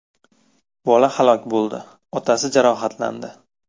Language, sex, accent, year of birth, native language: Uzbek, male, Farg'ona, 1999, Uzbek